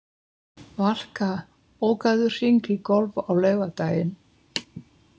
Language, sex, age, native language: Icelandic, female, 70-79, Icelandic